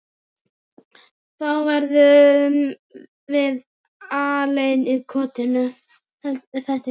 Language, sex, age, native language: Icelandic, male, 12, Icelandic